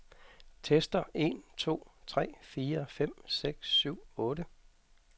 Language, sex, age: Danish, male, 55